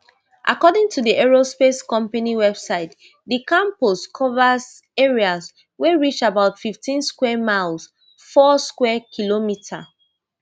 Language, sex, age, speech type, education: Nigerian Pidgin, female, 30-45, spontaneous, tertiary